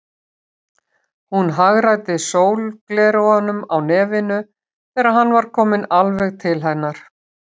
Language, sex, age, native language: Icelandic, female, 60-69, Icelandic